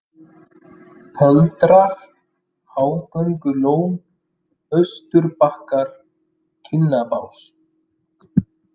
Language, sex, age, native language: Icelandic, male, 30-39, Icelandic